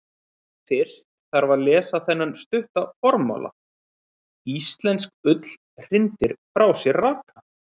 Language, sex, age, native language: Icelandic, male, 30-39, Icelandic